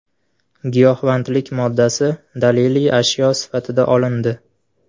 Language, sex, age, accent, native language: Uzbek, male, 18-24, Farg'ona, Uzbek